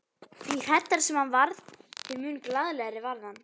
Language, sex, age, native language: Icelandic, female, 11, Icelandic